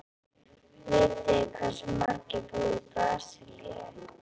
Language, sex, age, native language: Icelandic, female, 11, Icelandic